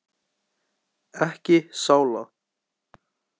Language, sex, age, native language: Icelandic, male, 18-19, Icelandic